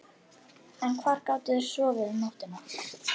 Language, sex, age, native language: Icelandic, female, 12, Icelandic